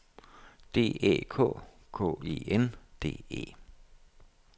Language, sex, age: Danish, male, 57